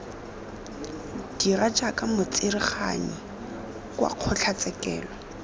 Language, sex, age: Tswana, female, 21